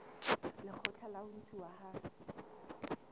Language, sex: Southern Sotho, female